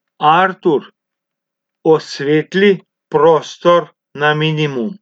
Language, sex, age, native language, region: Slovenian, male, 60+, Slovenian, Abroad